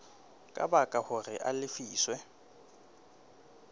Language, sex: Southern Sotho, male